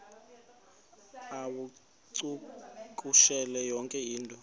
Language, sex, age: Xhosa, male, 20